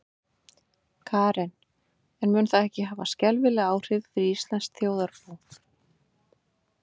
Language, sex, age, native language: Icelandic, female, 50-59, Icelandic